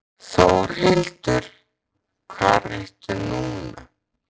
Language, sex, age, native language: Icelandic, male, 14, Icelandic